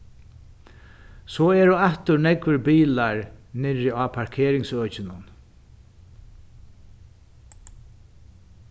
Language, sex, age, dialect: Faroese, male, 61+, Norðuroyggjar